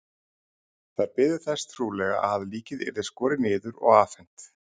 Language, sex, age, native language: Icelandic, male, 30-39, Icelandic